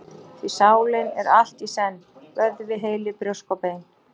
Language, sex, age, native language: Icelandic, female, 40-49, Icelandic